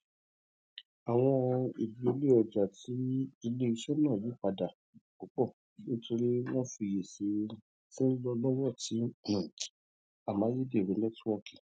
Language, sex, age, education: Yoruba, male, 30-45, tertiary